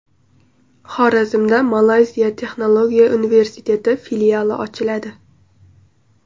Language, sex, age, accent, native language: Uzbek, female, 18-24, Qoraqalpog'iston, Uzbek